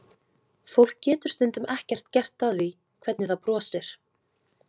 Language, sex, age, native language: Icelandic, female, 20-29, Icelandic